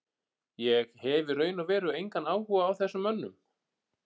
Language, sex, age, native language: Icelandic, male, 40-49, Icelandic